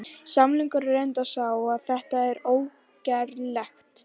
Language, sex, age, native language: Icelandic, female, 18-19, Icelandic